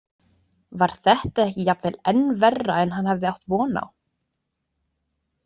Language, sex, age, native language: Icelandic, female, 20-29, Icelandic